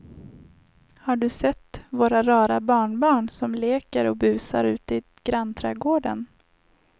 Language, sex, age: Swedish, female, 25